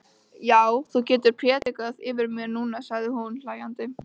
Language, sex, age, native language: Icelandic, female, 13, Icelandic